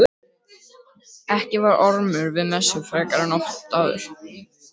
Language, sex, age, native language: Icelandic, male, 12, Icelandic